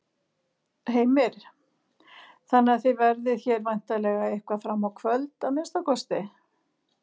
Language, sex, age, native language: Icelandic, female, 60-69, Icelandic